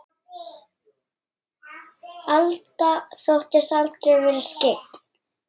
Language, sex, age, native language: Icelandic, female, 7, Icelandic